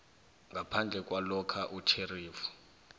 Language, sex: South Ndebele, male